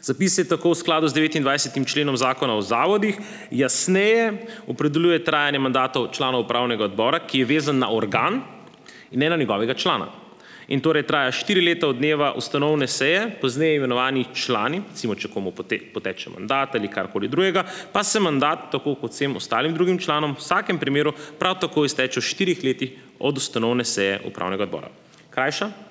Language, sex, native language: Slovenian, male, Slovenian